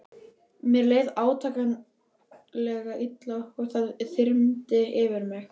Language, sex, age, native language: Icelandic, female, 11, Icelandic